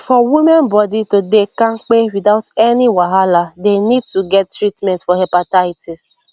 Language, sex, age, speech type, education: Nigerian Pidgin, female, 15-29, spontaneous, secondary